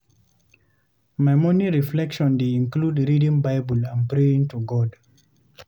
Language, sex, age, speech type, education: Nigerian Pidgin, male, 15-29, read, tertiary